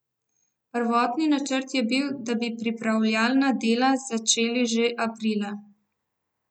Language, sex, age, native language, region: Slovenian, female, 18-29, Slovenian, Central Slovenia